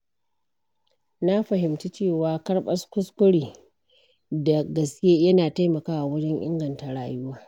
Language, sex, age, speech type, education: Hausa, female, 46-60, read, primary